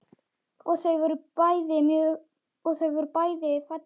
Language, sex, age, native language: Icelandic, male, 10, Icelandic